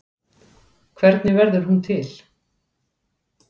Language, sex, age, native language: Icelandic, female, 40-49, Icelandic